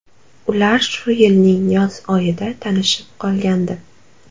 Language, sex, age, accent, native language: Uzbek, female, 12-17, Toshkent shahri, Uzbek